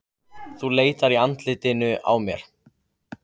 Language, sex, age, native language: Icelandic, other, 15, Icelandic